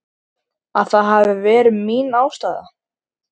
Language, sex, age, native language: Icelandic, male, 13, Icelandic